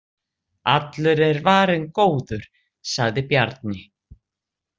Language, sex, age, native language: Icelandic, female, 60-69, Icelandic